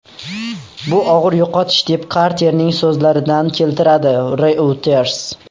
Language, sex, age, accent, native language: Uzbek, male, under 19, Xorazm, Uzbek